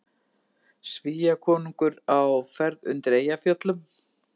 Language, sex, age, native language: Icelandic, female, 50-59, Icelandic